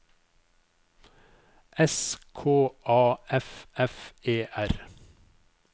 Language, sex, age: Norwegian, male, 55